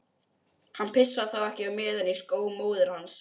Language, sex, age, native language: Icelandic, male, 12, Icelandic